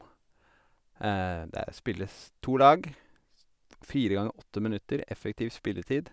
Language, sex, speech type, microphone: Norwegian, male, spontaneous, Sennheiser